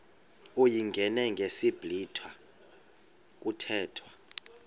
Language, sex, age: Xhosa, male, 31